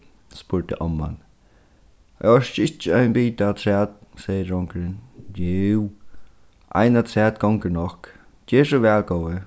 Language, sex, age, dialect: Faroese, male, 15-35, Suðurstreymoy